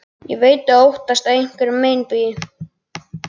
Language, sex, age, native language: Icelandic, other, 12, Icelandic